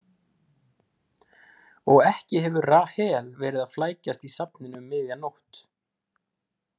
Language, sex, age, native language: Icelandic, male, 20-29, Icelandic